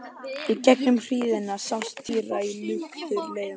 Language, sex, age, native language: Icelandic, male, 11, Icelandic